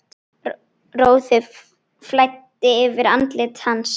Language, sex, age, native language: Icelandic, female, 9, Icelandic